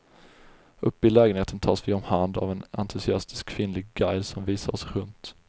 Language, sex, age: Swedish, male, 20